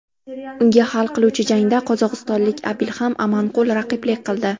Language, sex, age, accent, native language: Uzbek, female, 18-24, Toshkent shahri, Uzbek